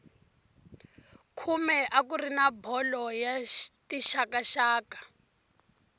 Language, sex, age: Tsonga, female, 20